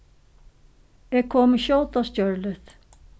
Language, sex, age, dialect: Faroese, female, 61+, Suðurstreymoy